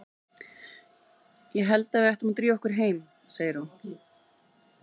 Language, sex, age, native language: Icelandic, female, 30-39, Icelandic